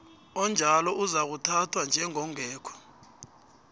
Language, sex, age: South Ndebele, male, 29